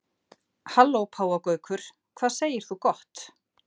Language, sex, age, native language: Icelandic, female, 50-59, Icelandic